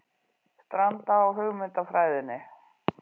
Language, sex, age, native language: Icelandic, female, 40-49, Icelandic